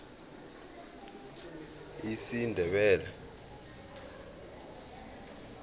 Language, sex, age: South Ndebele, male, 20